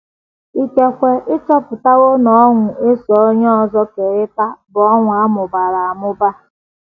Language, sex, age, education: Igbo, female, 15-29, tertiary